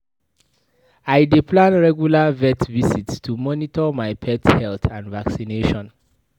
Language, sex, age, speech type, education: Nigerian Pidgin, male, 15-29, read, tertiary